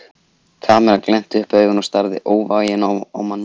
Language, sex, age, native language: Icelandic, male, 14, Icelandic